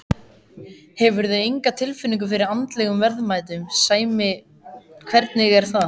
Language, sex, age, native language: Icelandic, male, 14, Icelandic